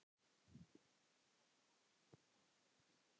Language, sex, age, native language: Icelandic, male, 10, Icelandic